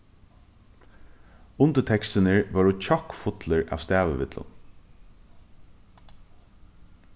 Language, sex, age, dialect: Faroese, male, 15-35, Norðuroyggjar